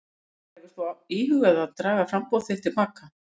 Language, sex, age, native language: Icelandic, female, 50-59, Icelandic